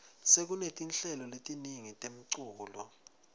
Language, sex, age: Swati, male, 20